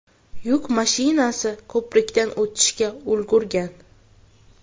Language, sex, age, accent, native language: Uzbek, female, 18-24, Toshkent viloyati, Uzbek